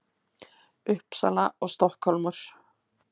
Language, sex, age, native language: Icelandic, female, 50-59, Icelandic